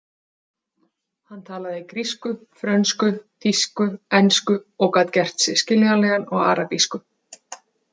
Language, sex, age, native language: Icelandic, female, 30-39, Icelandic